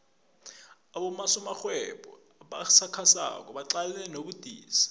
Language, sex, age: South Ndebele, male, 21